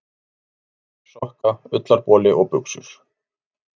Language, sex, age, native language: Icelandic, male, 40-49, Icelandic